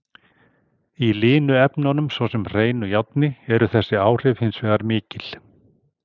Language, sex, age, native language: Icelandic, male, 60-69, Icelandic